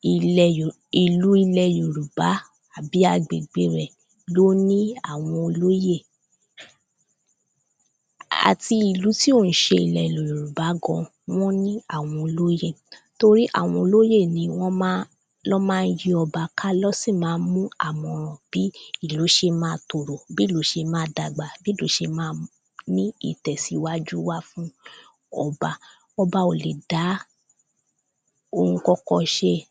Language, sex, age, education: Yoruba, female, 15-29, primary